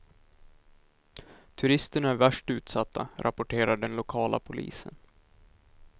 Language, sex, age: Swedish, male, 19